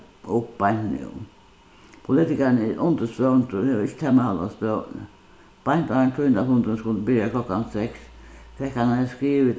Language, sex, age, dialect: Faroese, female, 61+, Suðuroy